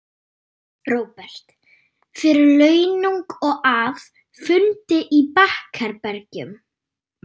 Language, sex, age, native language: Icelandic, female, 9, German